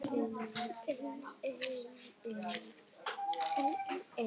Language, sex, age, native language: Icelandic, other, 11, Icelandic